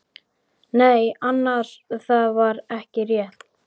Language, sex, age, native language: Icelandic, male, 12, Icelandic